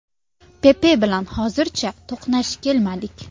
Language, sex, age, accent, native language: Uzbek, female, 19-29, Sirdaryo, Uzbek